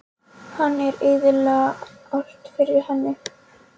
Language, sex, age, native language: Icelandic, female, 13, Polish